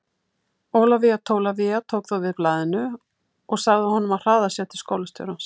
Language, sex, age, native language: Icelandic, female, 50-59, Icelandic